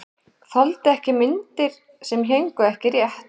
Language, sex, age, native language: Icelandic, male, 11, Icelandic